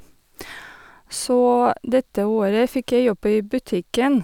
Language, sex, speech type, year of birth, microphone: Norwegian, female, spontaneous, 1982, Sennheiser